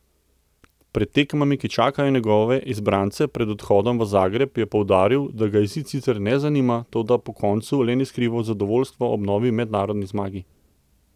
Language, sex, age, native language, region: Slovenian, male, 30-49, Slovenian, Central Slovenia